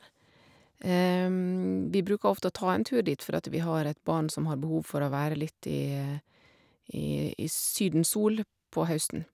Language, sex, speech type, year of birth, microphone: Norwegian, female, spontaneous, 1972, Shure